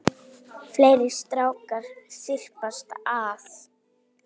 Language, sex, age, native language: Icelandic, female, 7, Icelandic